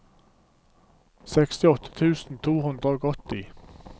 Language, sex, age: Norwegian, male, 47